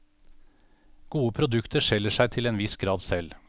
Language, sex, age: Norwegian, male, 49